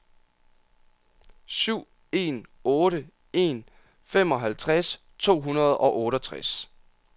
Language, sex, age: Danish, male, 27